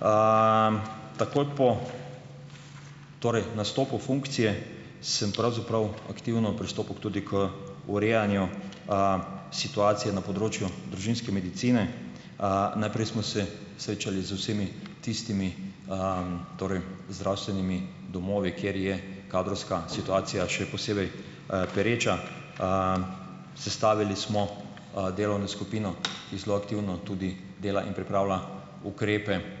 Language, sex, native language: Slovenian, male, Slovenian